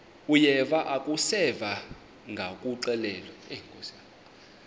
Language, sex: Xhosa, male